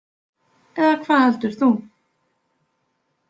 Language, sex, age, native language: Icelandic, female, 20-29, Icelandic